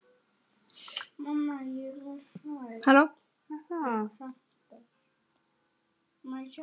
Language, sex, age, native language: Icelandic, male, 10, Icelandic